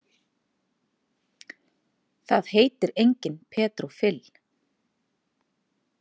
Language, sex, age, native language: Icelandic, female, 30-39, Icelandic